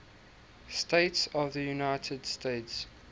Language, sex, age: English, male, 19